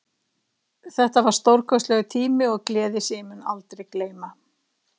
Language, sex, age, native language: Icelandic, female, 60-69, Icelandic